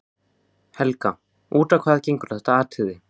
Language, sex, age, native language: Icelandic, male, 15, Icelandic